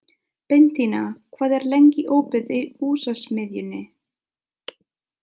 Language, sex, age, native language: Icelandic, female, 20-29, Italian